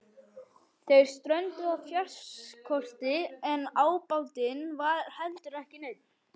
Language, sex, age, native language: Icelandic, male, 11, Icelandic